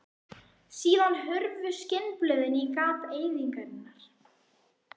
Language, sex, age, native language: Icelandic, female, 11, Icelandic